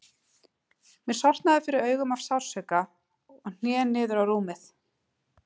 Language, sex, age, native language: Icelandic, female, 40-49, Icelandic